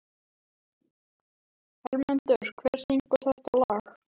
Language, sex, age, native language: Icelandic, male, 12, Icelandic